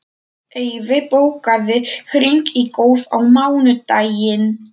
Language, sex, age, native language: Icelandic, male, 40-49, Polish